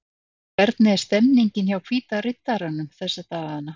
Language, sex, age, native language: Icelandic, female, 60-69, Icelandic